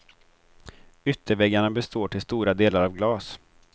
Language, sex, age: Swedish, male, 23